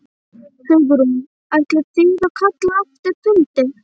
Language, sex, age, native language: Icelandic, female, 11, Icelandic